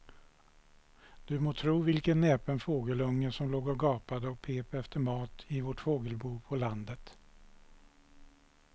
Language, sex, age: Swedish, male, 61